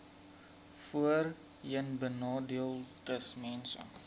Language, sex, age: Afrikaans, male, 20